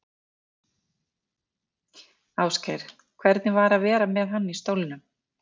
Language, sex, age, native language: Icelandic, female, 50-59, Icelandic